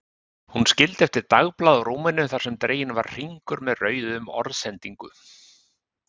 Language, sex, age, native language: Icelandic, male, 50-59, Icelandic